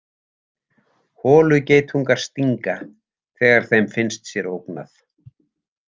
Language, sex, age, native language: Icelandic, male, 70-79, Icelandic